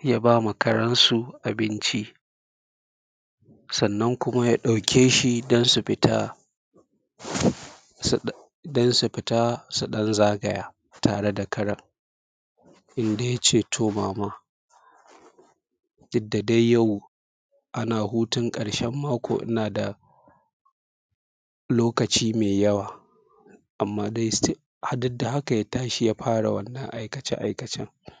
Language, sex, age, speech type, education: Hausa, male, 30-45, spontaneous, secondary